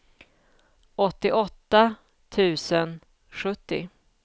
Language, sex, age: Swedish, female, 49